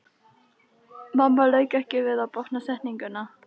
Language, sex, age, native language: Icelandic, other, 13, Icelandic